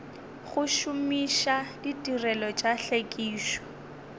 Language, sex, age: Northern Sotho, female, 20